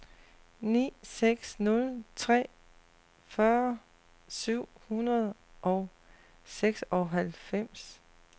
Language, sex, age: Danish, female, 40